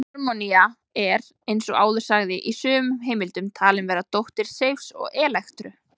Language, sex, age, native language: Icelandic, female, 20-29, Icelandic